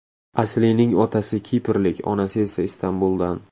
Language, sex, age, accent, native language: Uzbek, male, 18-24, Toshkent shahri, Uzbek